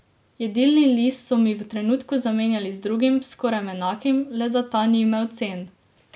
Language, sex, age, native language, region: Slovenian, female, 18-29, Slovenian, Drava region